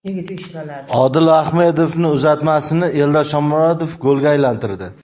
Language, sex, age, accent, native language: Uzbek, male, 25-34, Toshkent viloyati, Uzbek